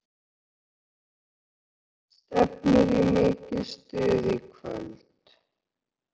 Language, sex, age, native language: Icelandic, female, 40-49, Icelandic